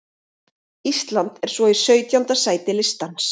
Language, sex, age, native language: Icelandic, female, 30-39, Icelandic